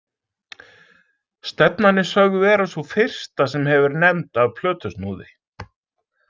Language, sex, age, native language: Icelandic, male, 40-49, Icelandic